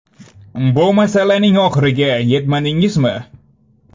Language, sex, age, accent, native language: Uzbek, male, 18-24, Andijon, Uzbek